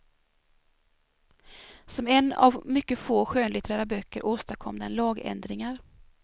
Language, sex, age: Swedish, female, 24